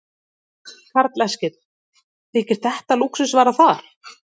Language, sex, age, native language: Icelandic, female, 30-39, Icelandic